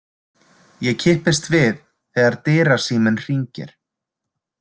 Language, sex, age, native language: Icelandic, male, 20-29, Icelandic